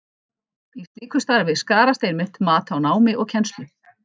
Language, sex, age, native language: Icelandic, female, 14, Icelandic